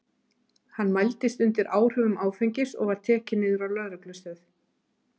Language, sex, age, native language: Icelandic, female, 30-39, Icelandic